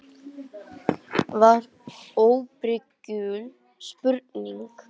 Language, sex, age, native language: Icelandic, male, 18-19, Icelandic